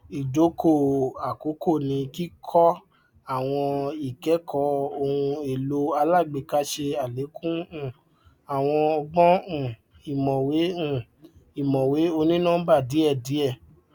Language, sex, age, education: Yoruba, male, 15-29, tertiary